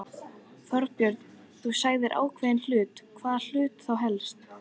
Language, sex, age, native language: Icelandic, female, 14, Icelandic